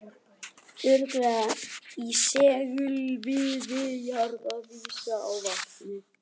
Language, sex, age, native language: Icelandic, other, 11, Icelandic